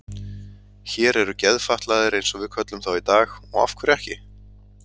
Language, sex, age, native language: Icelandic, male, 30-39, Icelandic